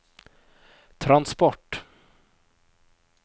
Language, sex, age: Norwegian, male, 29